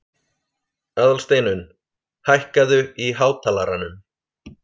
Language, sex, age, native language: Icelandic, male, 30-39, Icelandic